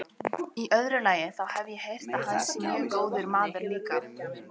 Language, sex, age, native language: Icelandic, female, 18-19, Icelandic